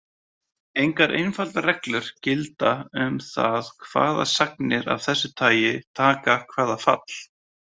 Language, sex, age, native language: Icelandic, male, 30-39, Icelandic